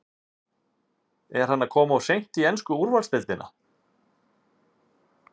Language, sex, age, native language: Icelandic, male, 50-59, Icelandic